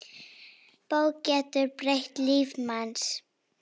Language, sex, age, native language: Icelandic, female, 9, Icelandic